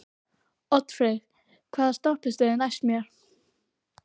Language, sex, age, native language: Icelandic, female, 12, Icelandic